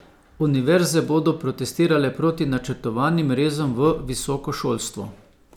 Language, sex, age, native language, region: Slovenian, male, 50-59, Slovenian, Savinja region